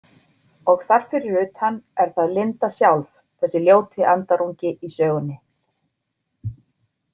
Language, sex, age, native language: Icelandic, female, 40-49, Icelandic